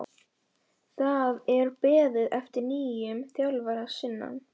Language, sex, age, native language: Icelandic, female, 11, Polish